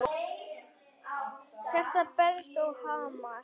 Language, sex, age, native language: Icelandic, male, 9, Icelandic